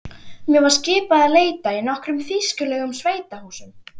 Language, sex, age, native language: Icelandic, female, 11, Icelandic